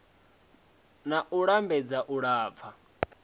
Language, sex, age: Venda, male, 20